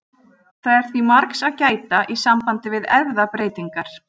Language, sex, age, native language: Icelandic, female, 40-49, Icelandic